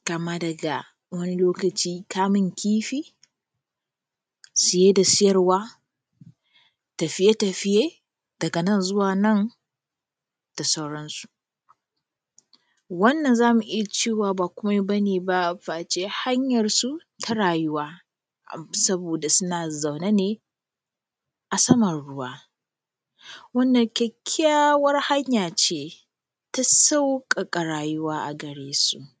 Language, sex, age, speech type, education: Hausa, female, 15-29, spontaneous, primary